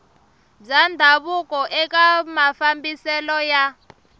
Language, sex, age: Tsonga, female, 23